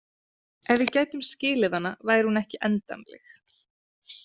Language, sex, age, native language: Icelandic, female, 30-39, Icelandic